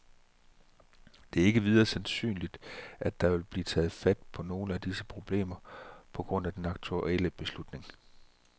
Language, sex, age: Danish, male, 34